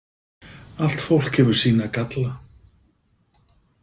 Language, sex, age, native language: Icelandic, male, 50-59, Icelandic